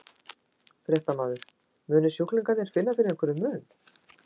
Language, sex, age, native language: Icelandic, female, 60-69, Icelandic